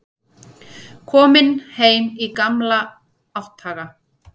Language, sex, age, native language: Icelandic, female, 40-49, Icelandic